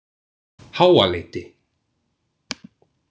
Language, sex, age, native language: Icelandic, male, 18-19, Icelandic